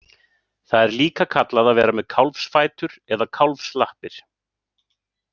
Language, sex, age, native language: Icelandic, male, 30-39, Icelandic